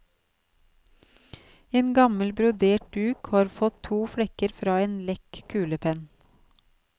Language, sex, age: Norwegian, female, 37